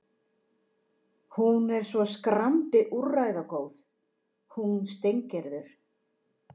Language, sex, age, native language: Icelandic, female, 40-49, Icelandic